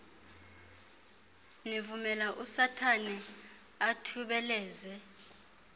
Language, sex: Xhosa, female